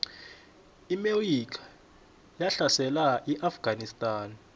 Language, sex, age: South Ndebele, male, 21